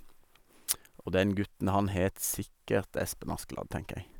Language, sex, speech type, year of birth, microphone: Norwegian, male, spontaneous, 1973, Sennheiser